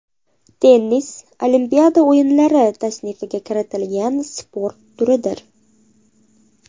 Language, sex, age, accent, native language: Uzbek, female, 18-24, Andijon, Uzbek